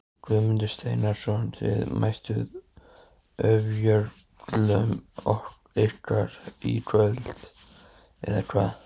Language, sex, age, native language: Icelandic, male, 14, Icelandic